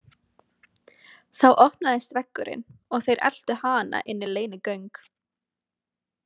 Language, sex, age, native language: Icelandic, female, 20-29, Icelandic